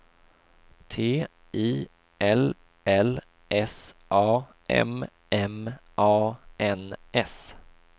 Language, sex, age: Swedish, male, 26